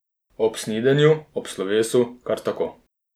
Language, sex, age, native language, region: Slovenian, male, 30-49, Slovenian, Posavska region